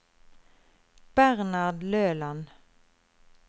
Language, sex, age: Norwegian, female, 33